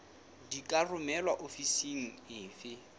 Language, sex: Southern Sotho, male